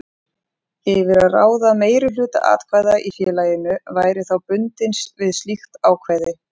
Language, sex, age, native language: Icelandic, female, 40-49, Icelandic